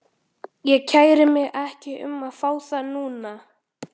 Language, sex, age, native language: Icelandic, male, 13, Icelandic